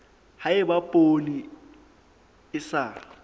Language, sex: Southern Sotho, male